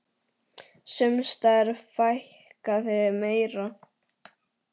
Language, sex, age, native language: Icelandic, female, 10, Icelandic